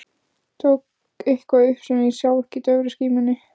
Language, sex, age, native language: Icelandic, female, 15, Icelandic